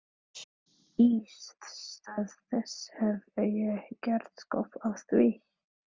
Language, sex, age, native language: Icelandic, female, 30-39, Filipino